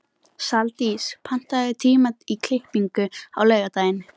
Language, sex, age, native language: Icelandic, female, 18-19, Icelandic